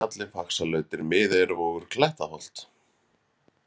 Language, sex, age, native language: Icelandic, male, 30-39, Icelandic